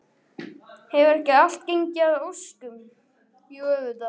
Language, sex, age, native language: Icelandic, male, 12, Icelandic